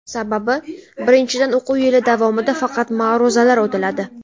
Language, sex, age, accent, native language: Uzbek, female, 19-29, Samarqand, Uzbek